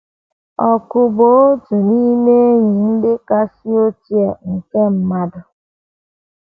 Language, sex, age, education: Igbo, female, 15-29, tertiary